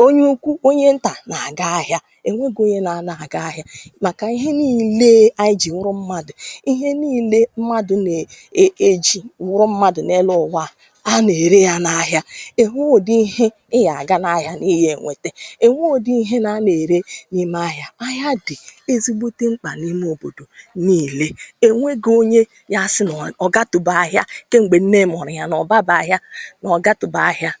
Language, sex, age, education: Igbo, female, 30-45, tertiary